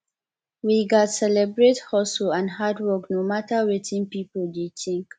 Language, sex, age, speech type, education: Nigerian Pidgin, female, 15-29, spontaneous, tertiary